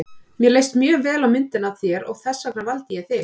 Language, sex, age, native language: Icelandic, female, 30-39, Icelandic